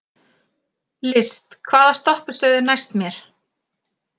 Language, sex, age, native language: Icelandic, female, 40-49, Icelandic